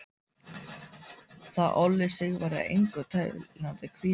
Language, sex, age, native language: Icelandic, male, 14, Icelandic